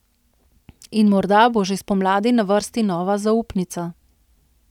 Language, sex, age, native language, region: Slovenian, female, 30-49, Slovenian, Central Slovenia